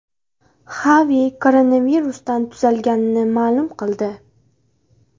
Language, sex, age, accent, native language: Uzbek, female, 18-24, Andijon, Uzbek